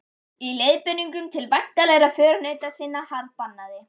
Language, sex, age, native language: Icelandic, female, 11, Icelandic